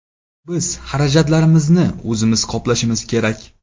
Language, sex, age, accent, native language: Uzbek, male, 18-24, Namangan, Uzbek